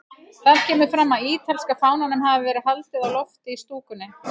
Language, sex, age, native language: Icelandic, female, 40-49, Icelandic